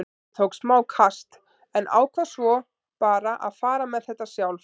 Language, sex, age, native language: Icelandic, female, 30-39, Icelandic